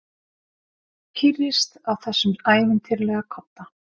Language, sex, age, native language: Icelandic, female, 50-59, Icelandic